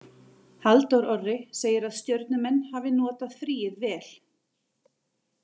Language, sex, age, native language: Icelandic, female, 30-39, Icelandic